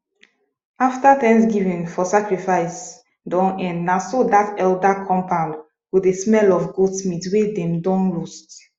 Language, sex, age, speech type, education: Nigerian Pidgin, female, 15-29, spontaneous, tertiary